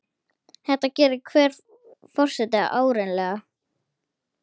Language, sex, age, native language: Icelandic, female, 10, Icelandic